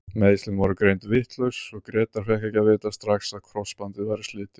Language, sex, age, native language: Icelandic, male, 30-39, Icelandic